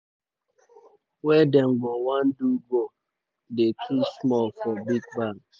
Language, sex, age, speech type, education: Nigerian Pidgin, male, 30-45, spontaneous, tertiary